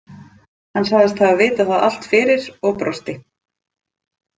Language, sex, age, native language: Icelandic, female, 30-39, Icelandic